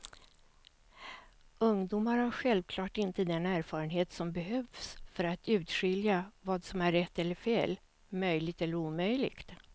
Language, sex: Swedish, female